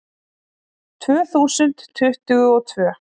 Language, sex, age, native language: Icelandic, female, 40-49, Icelandic